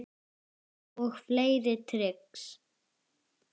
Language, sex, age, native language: Icelandic, female, 10, Icelandic